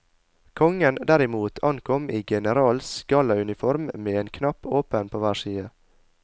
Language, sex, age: Norwegian, male, 22